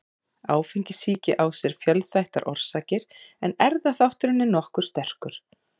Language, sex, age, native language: Icelandic, female, 40-49, Icelandic